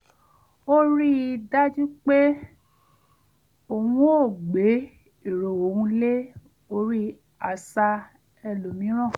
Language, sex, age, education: Yoruba, female, 30-45, tertiary